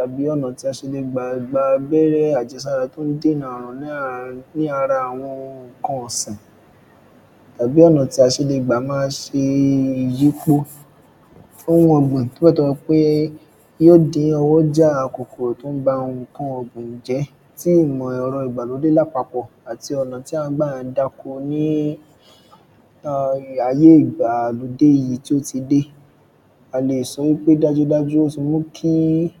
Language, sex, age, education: Yoruba, male, 15-29, secondary